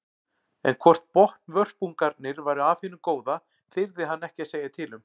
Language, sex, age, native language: Icelandic, male, 40-49, Icelandic